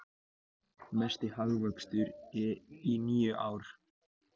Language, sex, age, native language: Icelandic, male, 18-19, Icelandic